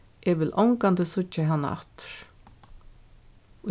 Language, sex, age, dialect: Faroese, female, 36-60, Norðurstreymoy/Eysturoy